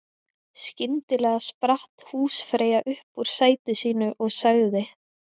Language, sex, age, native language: Icelandic, female, 20-29, Icelandic